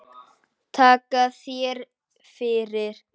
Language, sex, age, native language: Icelandic, male, 9, Icelandic